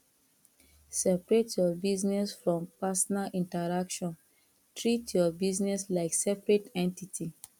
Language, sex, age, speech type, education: Nigerian Pidgin, female, 30-45, spontaneous, tertiary